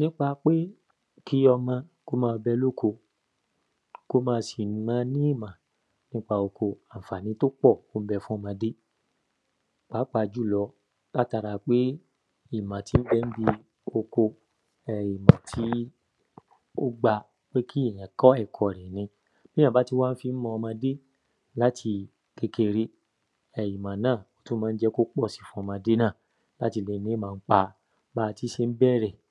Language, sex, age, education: Yoruba, male, 15-29, tertiary